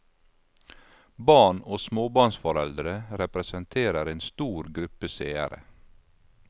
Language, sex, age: Norwegian, male, 52